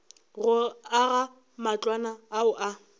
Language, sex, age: Northern Sotho, female, 21